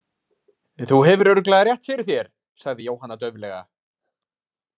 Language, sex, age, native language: Icelandic, other, 20-29, Icelandic